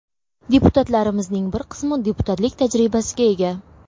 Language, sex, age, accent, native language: Uzbek, female, 18-24, Buxoro, Uzbek